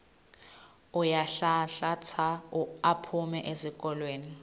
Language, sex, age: Swati, female, 21